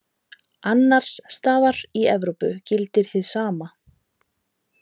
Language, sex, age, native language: Icelandic, female, 30-39, Icelandic